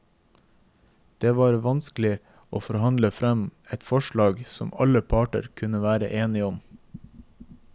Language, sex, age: Norwegian, male, 24